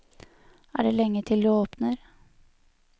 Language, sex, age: Norwegian, female, 23